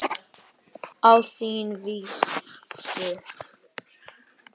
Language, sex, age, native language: Icelandic, female, 30-39, Icelandic